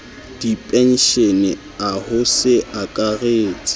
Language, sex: Southern Sotho, male